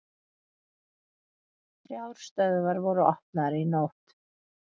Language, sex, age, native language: Icelandic, female, 40-49, Icelandic